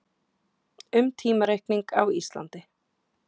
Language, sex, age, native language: Icelandic, female, 20-29, Icelandic